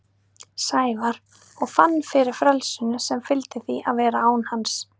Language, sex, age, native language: Icelandic, female, 30-39, Icelandic